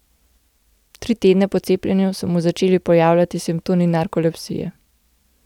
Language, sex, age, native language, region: Slovenian, female, 18-29, Slovenian, Gorenjska region